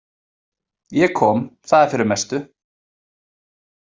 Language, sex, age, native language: Icelandic, male, 20-29, Icelandic